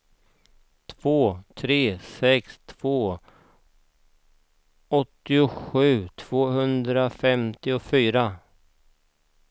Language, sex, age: Swedish, male, 49